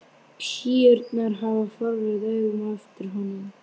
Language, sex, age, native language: Icelandic, female, 12, Icelandic